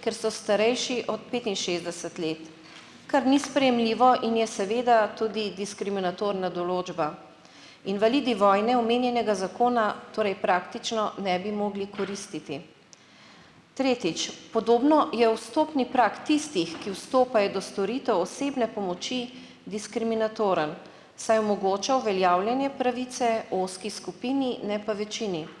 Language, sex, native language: Slovenian, female, Slovenian